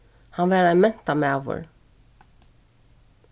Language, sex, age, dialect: Faroese, female, 36-60, Suðuroy